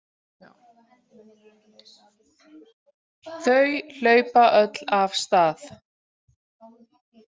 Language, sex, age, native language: Icelandic, female, 40-49, Icelandic